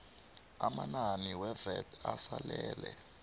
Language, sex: South Ndebele, male